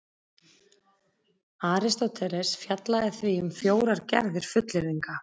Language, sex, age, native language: Icelandic, female, 30-39, Icelandic